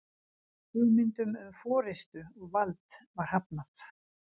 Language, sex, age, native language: Icelandic, female, 60-69, Icelandic